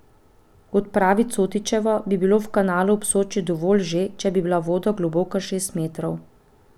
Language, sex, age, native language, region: Slovenian, female, 30-49, Slovenian, Pomurje region